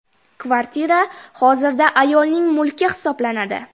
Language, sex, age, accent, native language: Uzbek, female, 12-17, Jizzax, Uzbek